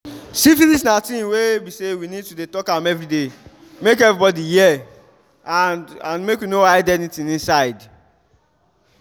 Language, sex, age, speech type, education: Nigerian Pidgin, male, 15-29, spontaneous, tertiary